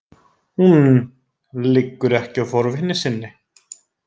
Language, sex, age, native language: Icelandic, male, 20-29, Icelandic